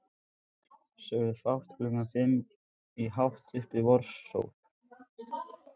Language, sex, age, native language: Icelandic, male, 14, Icelandic